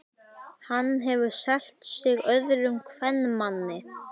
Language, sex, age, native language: Icelandic, male, 11, Icelandic